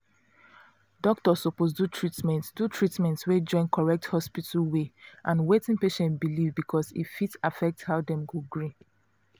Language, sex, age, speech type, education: Nigerian Pidgin, female, 30-45, spontaneous, tertiary